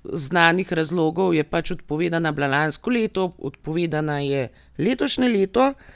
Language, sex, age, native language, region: Slovenian, female, 30-49, Slovenian, Gorenjska region